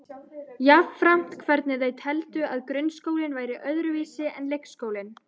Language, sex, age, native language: Icelandic, female, 13, Icelandic